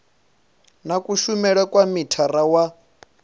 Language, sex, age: Venda, male, 25